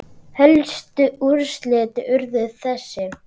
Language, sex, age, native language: Icelandic, male, 9, Icelandic